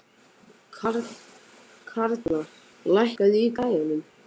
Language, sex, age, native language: Icelandic, male, 18-19, Icelandic